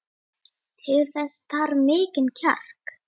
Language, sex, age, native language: Icelandic, female, 9, Icelandic